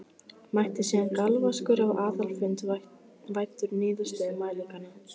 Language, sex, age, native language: Icelandic, female, 15, Icelandic